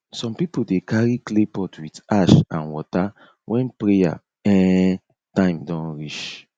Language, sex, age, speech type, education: Nigerian Pidgin, male, 30-45, spontaneous, tertiary